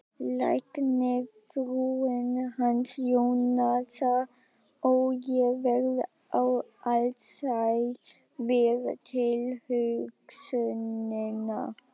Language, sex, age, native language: Icelandic, female, 12, Icelandic